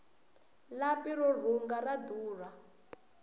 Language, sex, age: Tsonga, female, 20